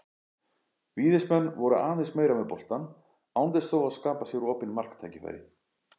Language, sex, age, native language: Icelandic, male, 40-49, Icelandic